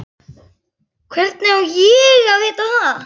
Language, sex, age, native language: Icelandic, female, 11, Icelandic